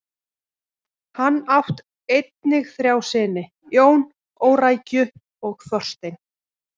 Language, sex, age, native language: Icelandic, female, 30-39, Icelandic